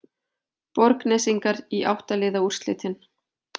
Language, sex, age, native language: Icelandic, female, 40-49, Icelandic